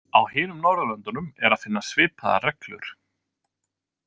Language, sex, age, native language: Icelandic, male, 20-29, Icelandic